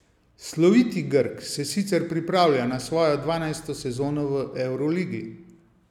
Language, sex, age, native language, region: Slovenian, male, 50-59, Slovenian, Savinja region